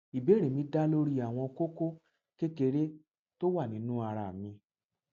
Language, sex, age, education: Yoruba, male, 30-45, tertiary